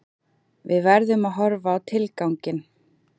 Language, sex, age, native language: Icelandic, female, 30-39, Icelandic